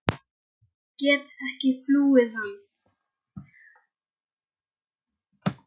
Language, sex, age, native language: Icelandic, male, 10, Icelandic